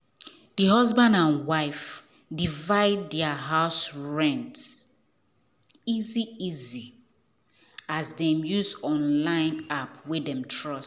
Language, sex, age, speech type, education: Nigerian Pidgin, female, 30-45, spontaneous, tertiary